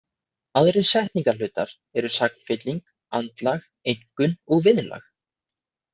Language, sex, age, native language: Icelandic, male, 20-29, Icelandic